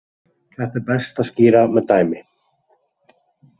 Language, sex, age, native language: Icelandic, male, 30-39, Icelandic